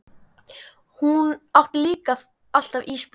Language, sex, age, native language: Icelandic, male, 10, Icelandic